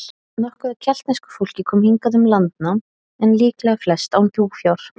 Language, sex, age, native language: Icelandic, female, 30-39, Icelandic